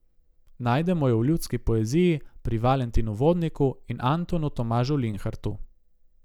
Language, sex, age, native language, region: Slovenian, male, 18-29, Slovenian, Gorica region